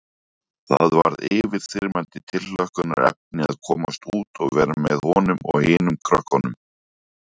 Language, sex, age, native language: Icelandic, male, 40-49, Icelandic